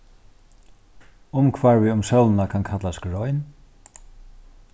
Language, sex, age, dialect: Faroese, male, 36-60, Norðurstreymoy/Eysturoy